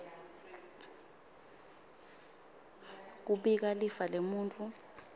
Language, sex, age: Swati, female, 25